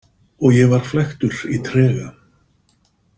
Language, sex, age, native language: Icelandic, male, 50-59, Icelandic